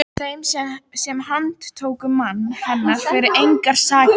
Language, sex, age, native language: Icelandic, female, 12, Icelandic